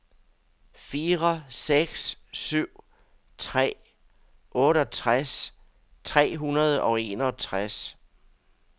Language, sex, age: Danish, male, 62